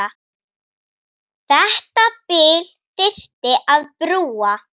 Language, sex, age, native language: Icelandic, female, 9, Icelandic